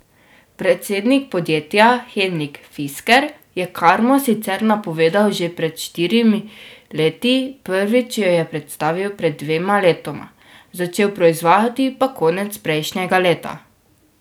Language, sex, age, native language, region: Slovenian, female, 12-17, Slovenian, Drava region